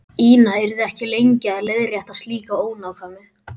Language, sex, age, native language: Icelandic, male, 12, Icelandic